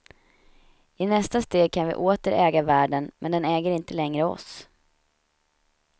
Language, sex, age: Swedish, female, 31